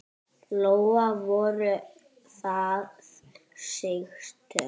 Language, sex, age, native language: Icelandic, male, 10, Icelandic